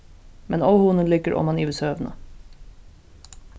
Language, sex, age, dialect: Faroese, female, 15-35, Suðurstreymoy